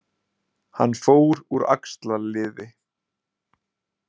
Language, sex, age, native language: Icelandic, male, 20-29, Icelandic